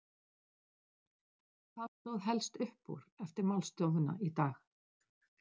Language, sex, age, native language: Icelandic, female, 60-69, Icelandic